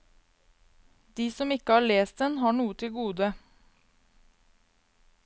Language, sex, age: Norwegian, female, 22